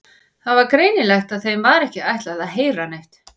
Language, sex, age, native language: Icelandic, female, 40-49, Icelandic